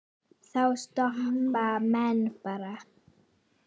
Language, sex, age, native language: Icelandic, female, 9, Icelandic